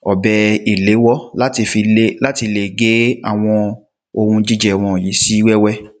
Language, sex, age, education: Yoruba, male, 15-29, tertiary